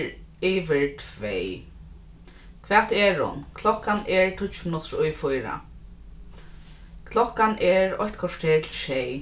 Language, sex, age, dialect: Faroese, female, 15-35, Norðurstreymoy/Eysturoy